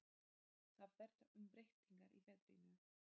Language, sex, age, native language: Icelandic, female, 30-39, Polish